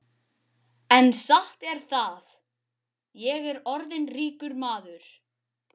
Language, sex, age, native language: Icelandic, male, 12, Icelandic